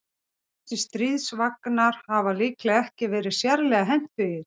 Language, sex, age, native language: Icelandic, female, 40-49, Icelandic